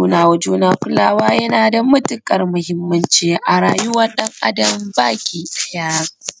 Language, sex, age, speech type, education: Hausa, female, 30-45, spontaneous, tertiary